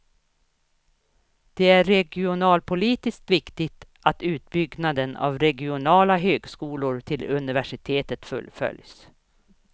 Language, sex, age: Swedish, female, 61